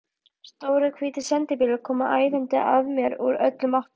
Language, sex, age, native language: Icelandic, female, 12, Icelandic